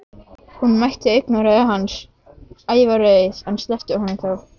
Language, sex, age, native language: Icelandic, male, 12, Icelandic